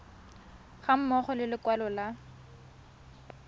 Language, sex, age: Tswana, female, 20